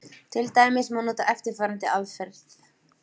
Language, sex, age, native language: Icelandic, female, 20-29, Icelandic